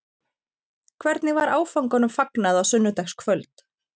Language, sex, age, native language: Icelandic, female, 30-39, Icelandic